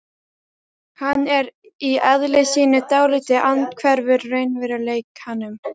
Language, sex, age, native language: Icelandic, female, 12, Icelandic